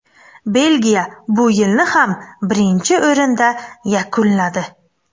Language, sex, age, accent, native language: Uzbek, female, 25-34, Buxoro, Uzbek